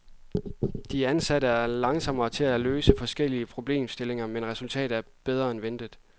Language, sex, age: Danish, male, 26